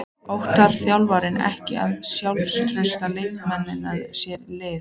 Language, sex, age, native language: Icelandic, female, 14, Icelandic